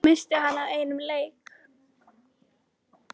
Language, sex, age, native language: Icelandic, female, 10, Icelandic